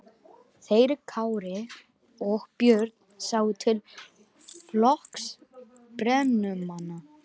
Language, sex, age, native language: Icelandic, other, 18-19, Icelandic